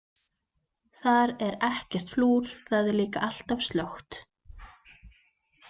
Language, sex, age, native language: Icelandic, female, 20-29, Icelandic